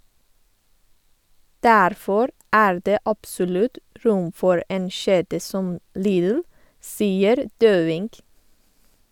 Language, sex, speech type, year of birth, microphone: Norwegian, female, read, 1985, Sennheiser